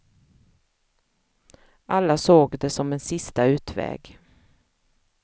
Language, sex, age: Swedish, female, 45